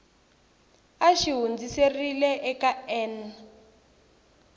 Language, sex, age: Tsonga, female, 18